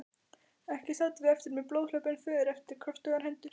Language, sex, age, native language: Icelandic, female, 12, Icelandic